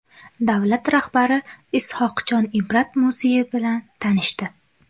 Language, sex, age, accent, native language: Uzbek, female, 18-24, Qashqadaryo, Uzbek